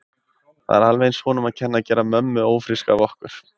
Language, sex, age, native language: Icelandic, male, 20-29, Icelandic